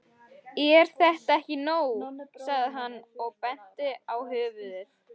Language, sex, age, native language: Icelandic, female, 13, Icelandic